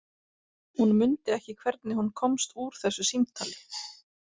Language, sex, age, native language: Icelandic, female, 40-49, Icelandic